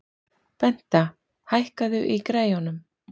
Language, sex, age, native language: Icelandic, female, 40-49, Icelandic